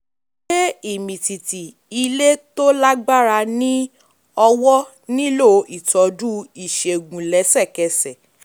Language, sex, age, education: Yoruba, female, 15-29, tertiary